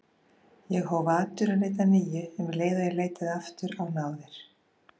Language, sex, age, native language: Icelandic, female, 50-59, Icelandic